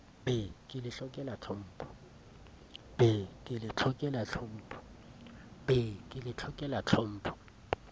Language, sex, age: Southern Sotho, male, 30